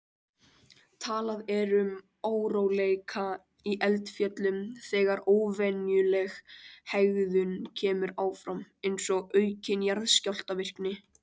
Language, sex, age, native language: Icelandic, male, 18-19, Icelandic